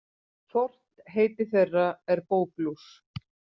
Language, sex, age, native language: Icelandic, female, 50-59, Icelandic